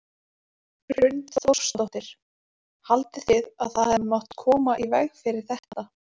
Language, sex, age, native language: Icelandic, female, 20-29, Icelandic